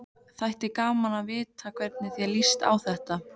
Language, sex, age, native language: Icelandic, female, 15, Icelandic